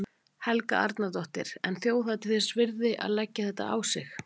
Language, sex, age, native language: Icelandic, female, 40-49, Icelandic